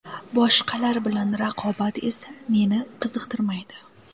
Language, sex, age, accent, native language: Uzbek, female, 19-29, Samarqand, Uzbek